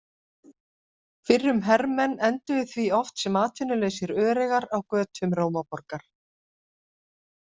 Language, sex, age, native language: Icelandic, female, 50-59, Icelandic